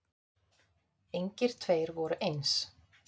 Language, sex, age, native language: Icelandic, female, 30-39, Icelandic